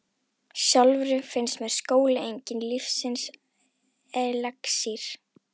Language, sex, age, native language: Icelandic, female, 11, Icelandic